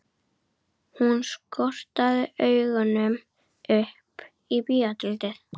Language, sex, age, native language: Icelandic, female, 12, Icelandic